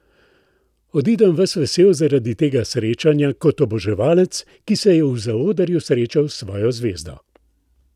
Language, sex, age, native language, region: Slovenian, male, 60+, Slovenian, Central Slovenia